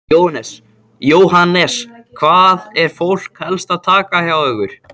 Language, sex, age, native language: Icelandic, male, 14, Icelandic